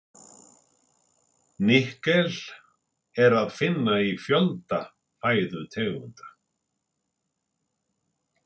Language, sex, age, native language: Icelandic, male, 60-69, Icelandic